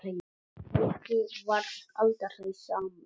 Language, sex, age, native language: Icelandic, male, 7, Icelandic